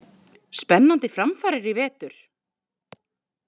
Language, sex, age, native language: Icelandic, female, 20-29, Icelandic